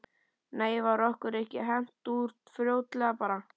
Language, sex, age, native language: Icelandic, male, 11, Icelandic